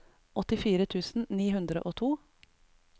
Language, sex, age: Norwegian, female, 33